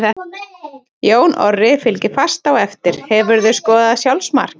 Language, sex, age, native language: Icelandic, female, 30-39, Icelandic